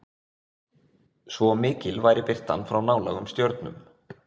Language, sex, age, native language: Icelandic, male, 20-29, Icelandic